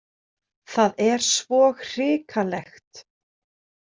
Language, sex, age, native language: Icelandic, female, 30-39, Icelandic